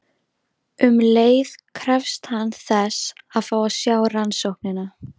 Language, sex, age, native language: Icelandic, female, 13, Icelandic